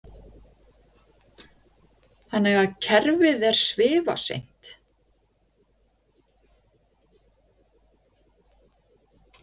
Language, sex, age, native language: Icelandic, female, 50-59, Icelandic